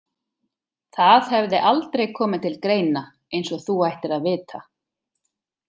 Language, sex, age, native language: Icelandic, female, 30-39, Icelandic